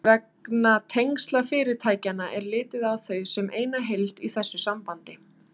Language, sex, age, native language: Icelandic, female, 30-39, Icelandic